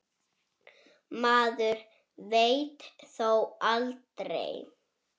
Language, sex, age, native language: Icelandic, male, 6, Icelandic